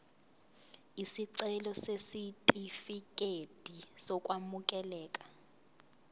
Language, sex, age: Zulu, female, 22